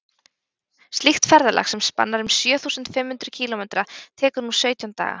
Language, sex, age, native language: Icelandic, female, 20-29, Icelandic